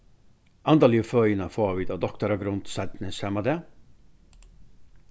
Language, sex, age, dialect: Faroese, male, 61+, Vágar